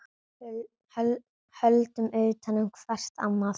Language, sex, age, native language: Icelandic, female, 9, Icelandic